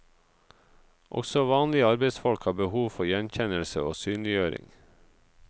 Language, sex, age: Norwegian, male, 38